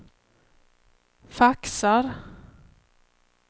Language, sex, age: Swedish, female, 31